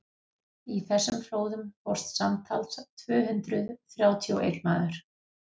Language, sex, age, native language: Icelandic, female, 40-49, Icelandic